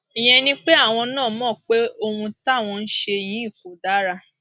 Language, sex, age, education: Yoruba, female, 46-60, secondary